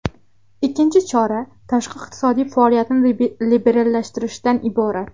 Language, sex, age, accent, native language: Uzbek, female, 12-17, Farg'ona, Uzbek